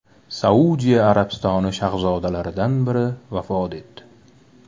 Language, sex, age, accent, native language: Uzbek, male, 18-24, Toshkent shahri, Uzbek